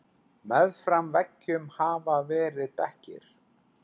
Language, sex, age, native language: Icelandic, male, 10, Icelandic